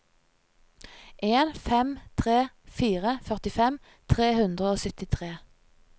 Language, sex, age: Norwegian, female, 30